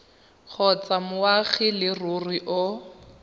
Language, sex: Tswana, female